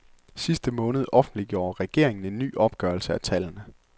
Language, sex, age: Danish, male, 24